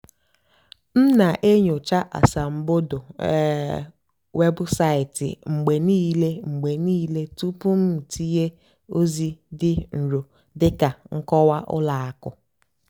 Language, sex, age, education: Igbo, female, 15-29, tertiary